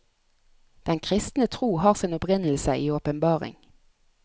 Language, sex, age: Norwegian, female, 30